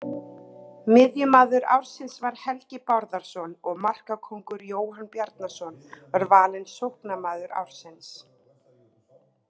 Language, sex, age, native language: Icelandic, female, 30-39, Icelandic